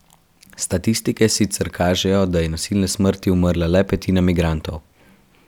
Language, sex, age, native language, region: Slovenian, male, 12-17, Slovenian, Central Slovenia